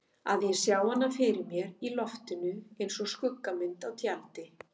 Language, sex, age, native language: Icelandic, female, 50-59, Icelandic